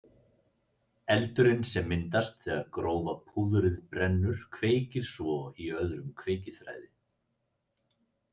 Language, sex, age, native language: Icelandic, male, 30-39, Icelandic